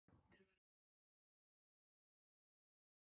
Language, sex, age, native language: Icelandic, female, 50-59, Icelandic